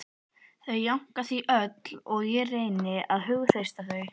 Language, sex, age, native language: Icelandic, female, 11, Icelandic